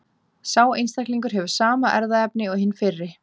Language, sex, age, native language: Icelandic, female, 40-49, Icelandic